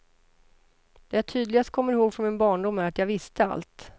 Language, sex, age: Swedish, female, 33